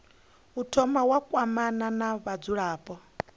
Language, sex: Venda, female